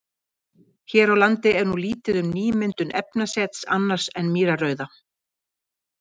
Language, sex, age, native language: Icelandic, female, 50-59, Icelandic